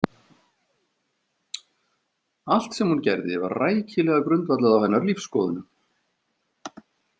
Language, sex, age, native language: Icelandic, male, 50-59, Icelandic